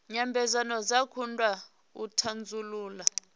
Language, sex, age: Venda, female, 28